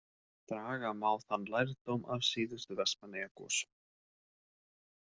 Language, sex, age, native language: Icelandic, male, 18-19, Icelandic